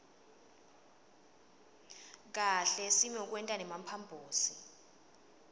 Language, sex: Swati, female